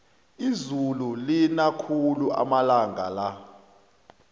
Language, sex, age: South Ndebele, male, 29